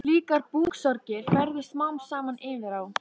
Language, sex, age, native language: Icelandic, female, 13, Icelandic